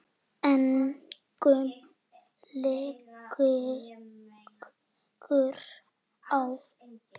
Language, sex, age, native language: Icelandic, male, 9, Icelandic